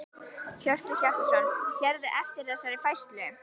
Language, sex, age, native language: Icelandic, female, 11, Icelandic